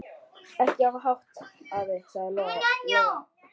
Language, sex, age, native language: Icelandic, male, 11, Icelandic